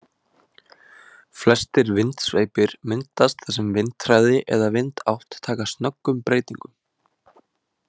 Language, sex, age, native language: Icelandic, male, 20-29, Icelandic